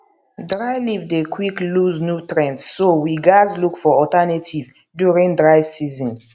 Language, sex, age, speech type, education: Nigerian Pidgin, female, 15-29, spontaneous, tertiary